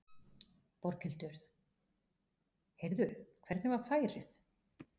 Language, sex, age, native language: Icelandic, female, 40-49, Icelandic